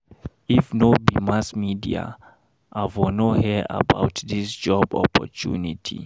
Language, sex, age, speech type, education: Nigerian Pidgin, male, 30-45, read, primary